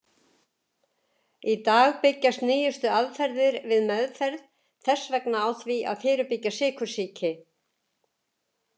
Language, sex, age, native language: Icelandic, female, 70-79, Icelandic